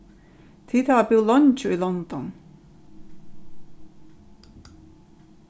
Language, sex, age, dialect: Faroese, female, 36-60, Norðurstreymoy/Eysturoy